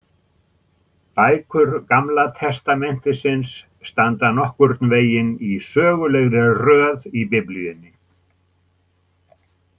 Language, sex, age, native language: Icelandic, male, 70-79, Icelandic